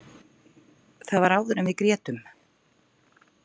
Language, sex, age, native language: Icelandic, female, 40-49, Icelandic